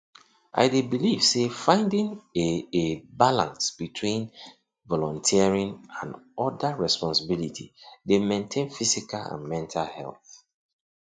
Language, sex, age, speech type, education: Nigerian Pidgin, male, 30-45, spontaneous, tertiary